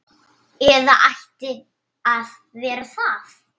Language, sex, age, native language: Icelandic, female, 8, Icelandic